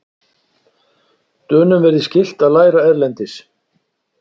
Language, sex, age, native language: Icelandic, male, 60-69, Icelandic